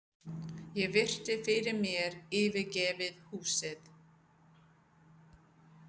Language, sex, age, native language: Icelandic, female, 50-59, English